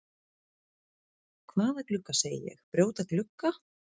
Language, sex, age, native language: Icelandic, female, 30-39, Icelandic